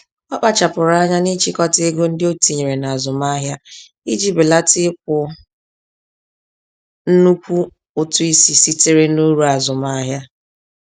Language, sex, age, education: Igbo, female, 30-45, tertiary